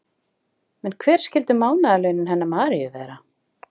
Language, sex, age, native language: Icelandic, female, 50-59, Icelandic